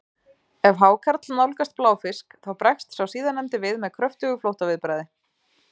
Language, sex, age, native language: Icelandic, female, 30-39, Icelandic